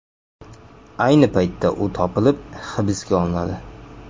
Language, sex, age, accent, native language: Uzbek, male, 25-34, Jizzax, Uzbek